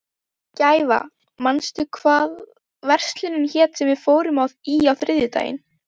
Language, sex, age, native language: Icelandic, female, 12, Icelandic